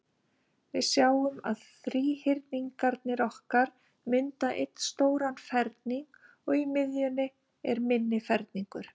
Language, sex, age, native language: Icelandic, female, 50-59, Icelandic